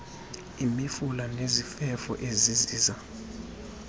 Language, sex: Xhosa, female